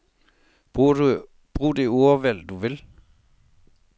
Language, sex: Danish, male